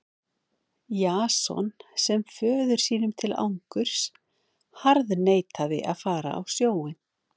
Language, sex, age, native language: Icelandic, female, 50-59, Icelandic